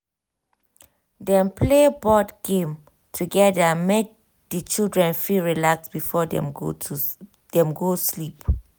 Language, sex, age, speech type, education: Nigerian Pidgin, female, 15-29, spontaneous, tertiary